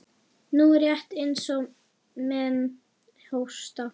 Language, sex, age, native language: Icelandic, female, 11, Icelandic